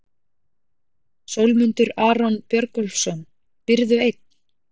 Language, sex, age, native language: Icelandic, female, 40-49, Icelandic